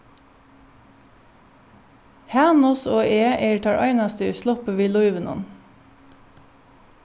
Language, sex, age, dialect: Faroese, female, 36-60, Norðuroyggjar